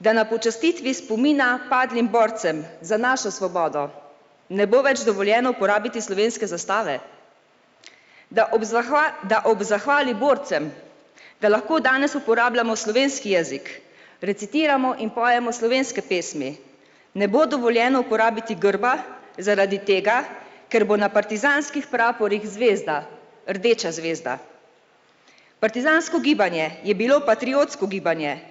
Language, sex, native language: Slovenian, female, Slovenian